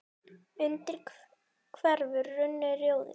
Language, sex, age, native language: Icelandic, female, 10, Icelandic